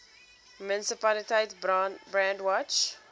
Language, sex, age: Afrikaans, female, 19